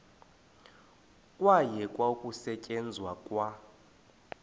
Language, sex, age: Xhosa, male, 20